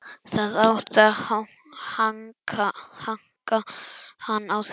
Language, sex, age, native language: Icelandic, male, 11, Icelandic